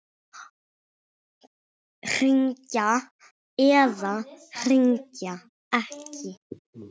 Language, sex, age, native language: Icelandic, male, 6, Icelandic